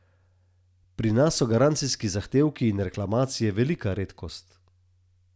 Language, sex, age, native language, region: Slovenian, male, 30-49, Slovenian, Southeast Slovenia